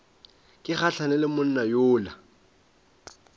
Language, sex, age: Northern Sotho, male, 22